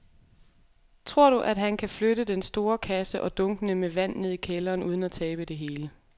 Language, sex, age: Danish, female, 23